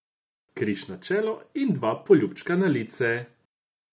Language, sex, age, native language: Slovenian, male, 18-29, Croatian